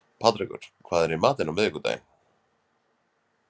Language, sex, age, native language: Icelandic, male, 30-39, Icelandic